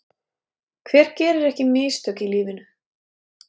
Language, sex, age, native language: Icelandic, female, 30-39, Icelandic